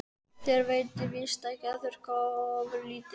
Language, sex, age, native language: Icelandic, male, 13, Icelandic